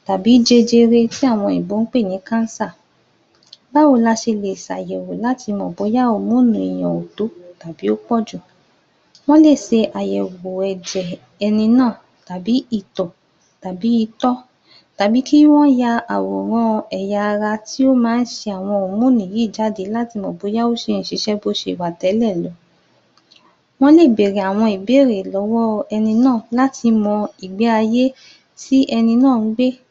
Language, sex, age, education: Yoruba, female, 30-45, tertiary